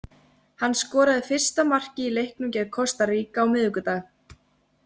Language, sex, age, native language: Icelandic, female, 20-29, Icelandic